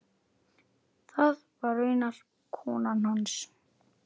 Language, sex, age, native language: Icelandic, male, 8, Icelandic